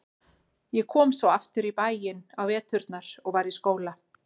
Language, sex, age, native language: Icelandic, female, 40-49, Icelandic